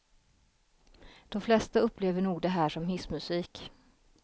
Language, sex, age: Swedish, female, 33